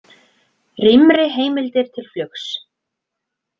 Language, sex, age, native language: Icelandic, female, 20-29, Icelandic